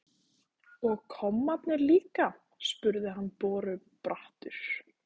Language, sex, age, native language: Icelandic, female, 15, Icelandic